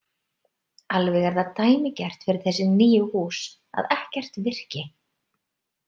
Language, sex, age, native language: Icelandic, female, 30-39, Icelandic